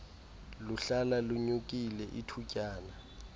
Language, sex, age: Xhosa, male, 18